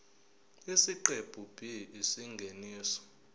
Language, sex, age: Zulu, male, 20